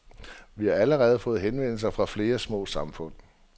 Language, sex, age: Danish, male, 47